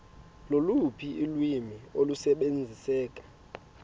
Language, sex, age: Xhosa, male, 19